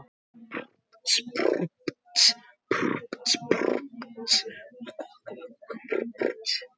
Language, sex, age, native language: Icelandic, male, 12, Icelandic